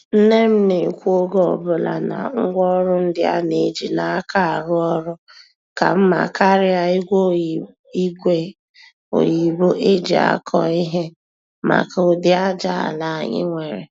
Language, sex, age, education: Igbo, female, 15-29, tertiary